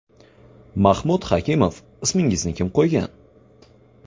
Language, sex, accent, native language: Uzbek, male, Farg'ona, Uzbek